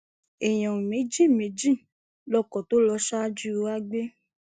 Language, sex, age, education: Yoruba, female, 15-29, tertiary